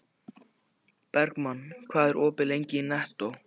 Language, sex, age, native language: Icelandic, male, 14, Icelandic